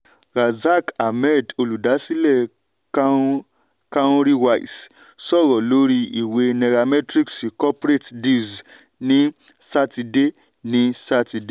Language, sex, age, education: Yoruba, male, 15-29, tertiary